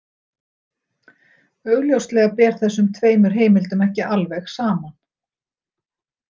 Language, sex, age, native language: Icelandic, female, 60-69, Icelandic